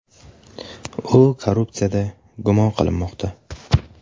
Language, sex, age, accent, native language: Uzbek, male, 12-17, Samarqand, Uzbek